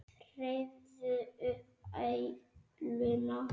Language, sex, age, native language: Icelandic, female, 9, Icelandic